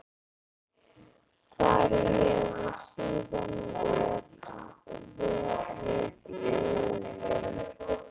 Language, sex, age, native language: Icelandic, female, 10, Icelandic